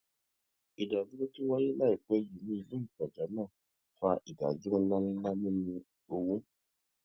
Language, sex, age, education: Yoruba, male, 30-45, tertiary